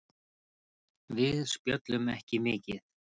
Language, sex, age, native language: Icelandic, male, 30-39, Icelandic